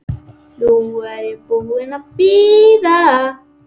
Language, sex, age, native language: Icelandic, male, 80-89, English